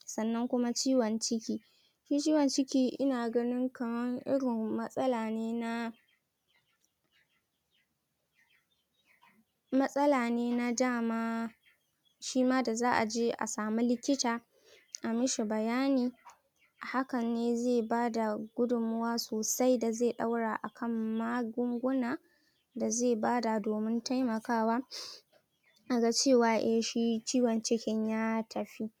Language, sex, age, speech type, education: Hausa, female, 15-29, spontaneous, tertiary